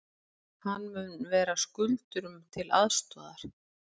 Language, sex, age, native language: Icelandic, female, 30-39, Icelandic